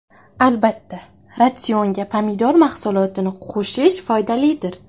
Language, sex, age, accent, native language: Uzbek, female, 18-24, Qashqadaryo, Uzbek